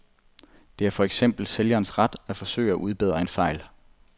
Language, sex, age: Danish, male, 25